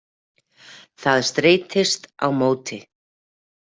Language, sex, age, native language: Icelandic, female, 40-49, Icelandic